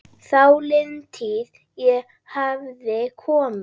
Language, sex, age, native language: Icelandic, female, 10, Icelandic